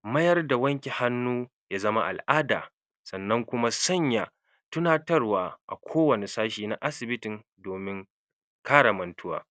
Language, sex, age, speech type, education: Hausa, male, 60+, spontaneous, tertiary